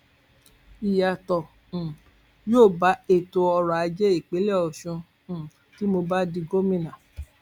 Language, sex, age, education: Yoruba, female, 46-60, tertiary